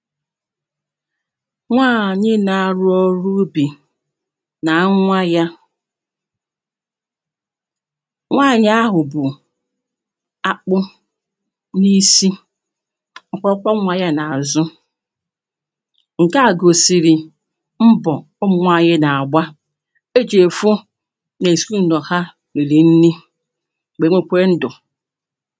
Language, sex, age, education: Igbo, female, 30-45, primary